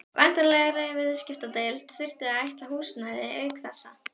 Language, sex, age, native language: Icelandic, female, 12, Icelandic